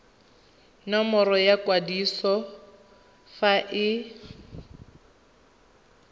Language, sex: Tswana, female